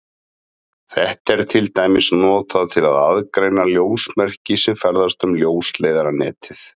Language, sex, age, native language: Icelandic, male, 30-39, Icelandic